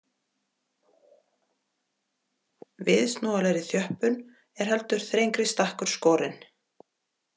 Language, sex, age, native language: Icelandic, female, 40-49, Icelandic